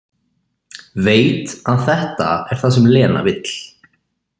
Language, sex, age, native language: Icelandic, male, 20-29, Icelandic